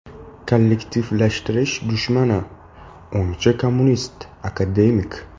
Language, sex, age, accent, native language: Uzbek, male, 18-24, Toshkent shahri, Uzbek